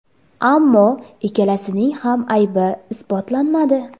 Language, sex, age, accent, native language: Uzbek, female, 18-24, Jizzax, Uzbek